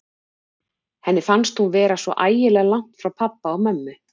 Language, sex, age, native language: Icelandic, female, 40-49, Icelandic